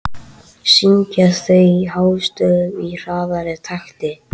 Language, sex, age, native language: Icelandic, male, 13, Icelandic